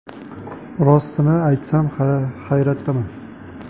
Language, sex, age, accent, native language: Uzbek, male, 25-34, Toshkent shahri, Uzbek